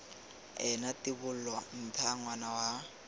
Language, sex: Tswana, male